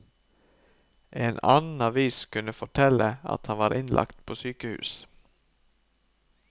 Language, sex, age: Norwegian, male, 39